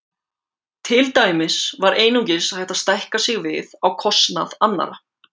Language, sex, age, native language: Icelandic, male, 18-19, Icelandic